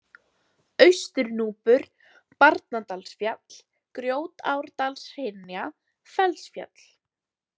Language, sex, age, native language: Icelandic, female, 18-19, Icelandic